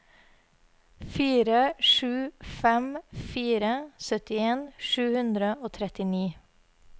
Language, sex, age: Norwegian, female, 30